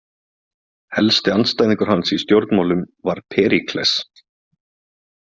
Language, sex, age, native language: Icelandic, male, 20-29, Icelandic